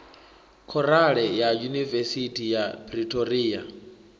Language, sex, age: Venda, male, 21